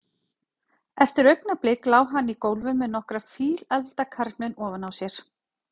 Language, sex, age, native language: Icelandic, female, 40-49, Icelandic